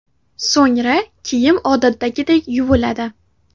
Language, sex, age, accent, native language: Uzbek, female, 12-17, Navoiy, Uzbek